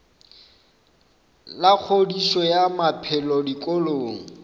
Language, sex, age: Northern Sotho, male, 26